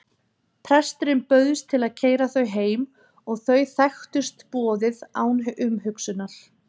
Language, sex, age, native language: Icelandic, female, 30-39, Icelandic